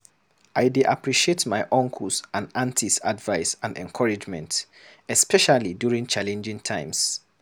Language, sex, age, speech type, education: Nigerian Pidgin, male, 15-29, read, secondary